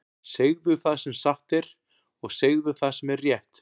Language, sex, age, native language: Icelandic, male, 40-49, Icelandic